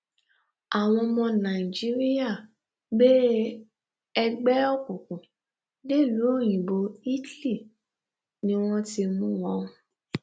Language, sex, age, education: Yoruba, female, 15-29, tertiary